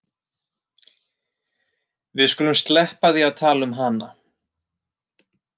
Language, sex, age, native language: Icelandic, male, 30-39, Icelandic